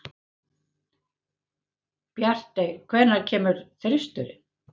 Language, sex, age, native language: Icelandic, female, 70-79, Icelandic